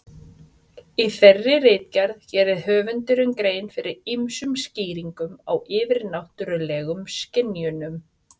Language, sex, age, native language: Icelandic, female, 30-39, Icelandic